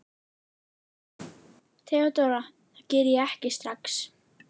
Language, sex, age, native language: Icelandic, female, 11, Icelandic